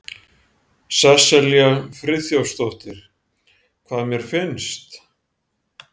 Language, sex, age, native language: Icelandic, male, 40-49, Icelandic